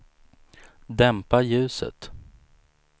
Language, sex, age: Swedish, male, 35